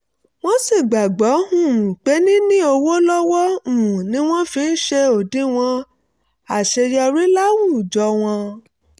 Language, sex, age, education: Yoruba, female, 30-45, tertiary